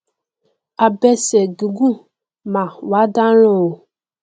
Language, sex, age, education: Yoruba, female, 15-29, tertiary